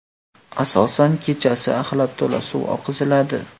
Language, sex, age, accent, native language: Uzbek, male, 18-24, Farg'ona, Uzbek